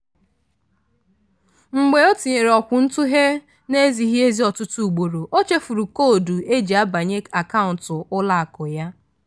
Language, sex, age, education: Igbo, female, 15-29, tertiary